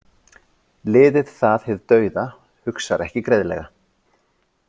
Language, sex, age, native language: Icelandic, male, 40-49, Icelandic